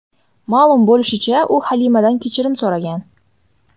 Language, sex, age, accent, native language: Uzbek, female, 18-24, Surxondaryo, Uzbek